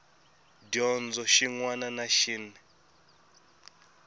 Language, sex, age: Tsonga, male, 26